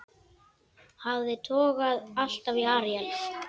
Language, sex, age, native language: Icelandic, male, 10, Icelandic